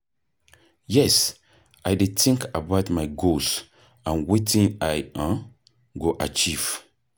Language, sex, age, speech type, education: Nigerian Pidgin, male, 30-45, spontaneous, tertiary